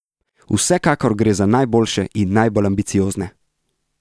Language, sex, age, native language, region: Slovenian, male, 18-29, Slovenian, Central Slovenia